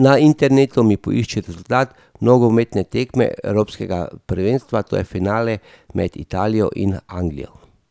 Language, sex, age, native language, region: Slovenian, male, 50-59, Slovenian, Drava region